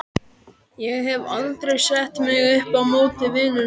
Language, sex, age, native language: Icelandic, male, 12, Icelandic